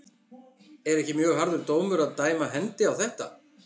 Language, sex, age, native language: Icelandic, male, 50-59, Icelandic